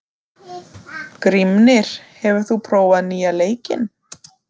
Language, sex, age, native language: Icelandic, female, 30-39, Icelandic